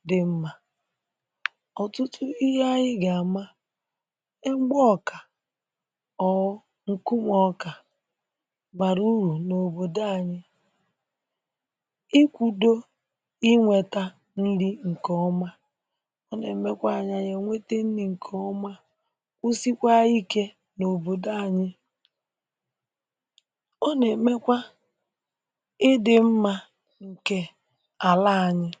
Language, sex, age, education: Igbo, female, 30-45, tertiary